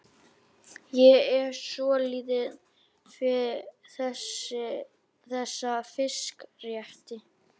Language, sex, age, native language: Icelandic, male, 12, Icelandic